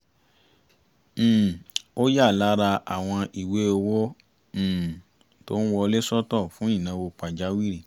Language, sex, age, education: Yoruba, male, 30-45, tertiary